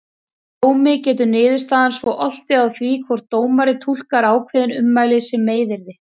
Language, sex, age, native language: Icelandic, female, 30-39, Icelandic